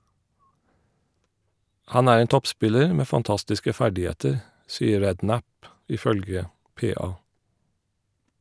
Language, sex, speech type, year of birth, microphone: Norwegian, male, read, 1972, Shure